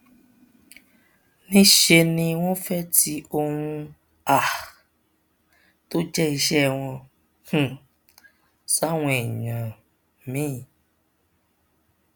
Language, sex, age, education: Yoruba, male, 15-29, tertiary